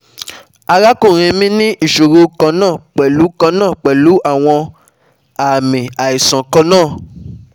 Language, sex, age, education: Yoruba, male, 15-29, tertiary